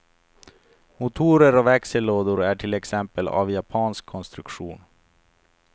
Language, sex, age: Swedish, male, 28